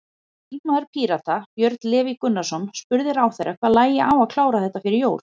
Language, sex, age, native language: Icelandic, female, 40-49, Icelandic